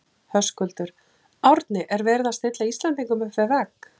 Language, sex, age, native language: Icelandic, female, 40-49, Icelandic